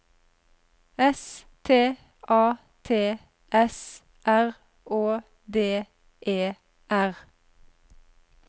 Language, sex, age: Norwegian, female, 32